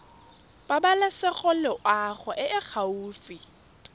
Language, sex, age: Tswana, female, 25